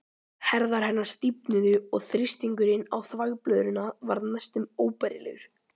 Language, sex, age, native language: Icelandic, male, 12, Icelandic